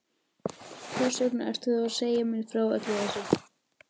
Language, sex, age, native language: Icelandic, female, 12, Icelandic